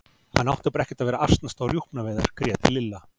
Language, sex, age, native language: Icelandic, male, 40-49, Icelandic